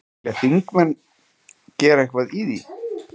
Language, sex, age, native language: Icelandic, male, 30-39, Icelandic